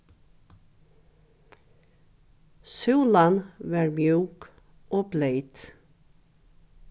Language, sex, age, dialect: Faroese, female, 61+, Norðuroyggjar